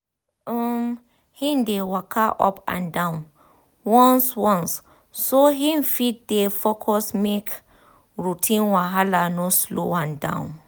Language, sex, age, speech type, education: Nigerian Pidgin, female, 15-29, spontaneous, tertiary